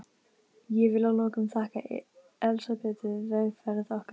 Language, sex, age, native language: Icelandic, female, 15, Icelandic